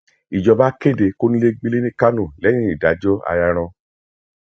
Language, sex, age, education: Yoruba, male, 46-60, tertiary